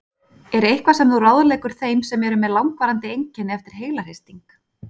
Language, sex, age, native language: Icelandic, female, 30-39, Icelandic